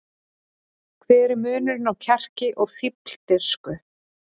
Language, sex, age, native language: Icelandic, female, 40-49, Icelandic